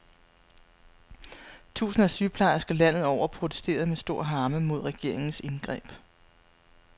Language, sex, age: Danish, female, 35